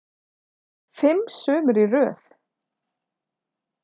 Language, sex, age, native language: Icelandic, female, 30-39, Icelandic